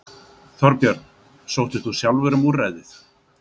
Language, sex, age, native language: Icelandic, male, 60-69, Icelandic